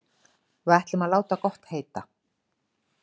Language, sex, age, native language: Icelandic, female, 50-59, Icelandic